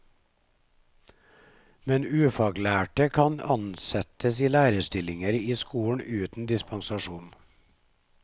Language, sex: Norwegian, male